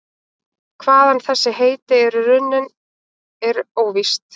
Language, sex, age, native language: Icelandic, female, 18-19, Icelandic